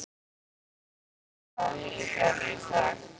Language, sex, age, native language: Icelandic, female, 15, Icelandic